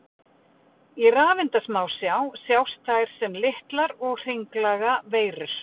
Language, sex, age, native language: Icelandic, female, 50-59, Icelandic